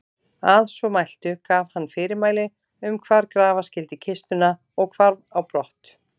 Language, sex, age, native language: Icelandic, female, 30-39, Icelandic